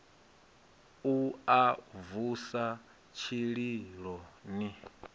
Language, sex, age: Venda, male, 22